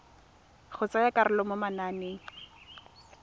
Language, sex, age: Tswana, female, 18